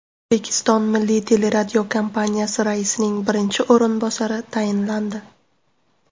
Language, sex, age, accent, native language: Uzbek, female, 18-24, Namangan, Uzbek